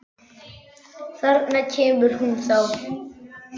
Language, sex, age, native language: Icelandic, male, 10, Icelandic